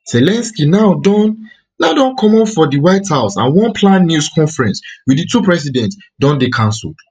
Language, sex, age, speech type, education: Nigerian Pidgin, male, 15-29, spontaneous, tertiary